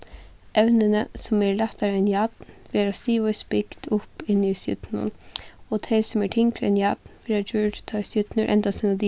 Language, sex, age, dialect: Faroese, female, 15-35, Suðuroy